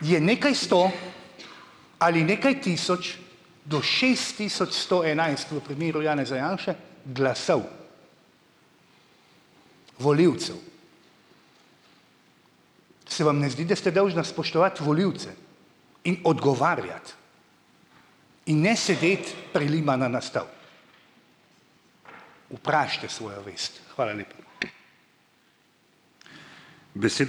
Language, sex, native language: Slovenian, male, Slovenian